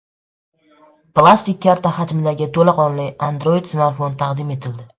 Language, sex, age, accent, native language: Uzbek, male, under 19, Andijon, Uzbek